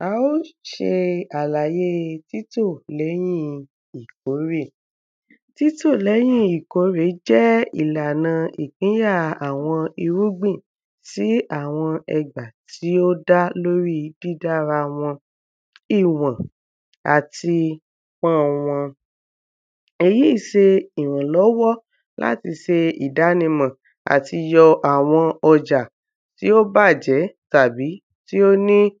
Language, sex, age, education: Yoruba, female, 15-29, tertiary